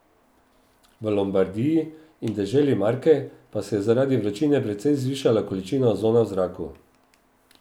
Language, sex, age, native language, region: Slovenian, male, 50-59, Slovenian, Drava region